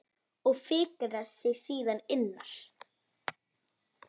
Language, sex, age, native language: Icelandic, female, 10, Icelandic